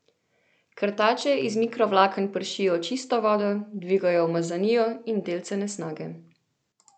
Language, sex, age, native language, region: Slovenian, female, 18-29, Slovenian, Central Slovenia